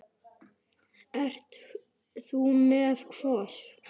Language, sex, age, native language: Icelandic, other, 10, Icelandic